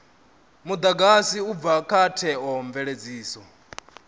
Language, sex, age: Venda, male, 27